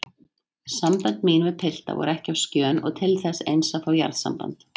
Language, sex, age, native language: Icelandic, female, 30-39, Icelandic